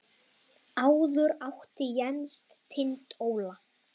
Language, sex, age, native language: Icelandic, male, 10, Icelandic